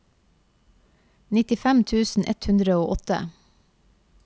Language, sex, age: Norwegian, female, 28